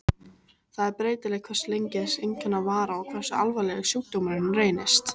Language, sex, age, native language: Icelandic, female, 18-19, Icelandic